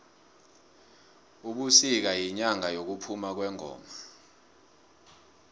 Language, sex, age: South Ndebele, male, 24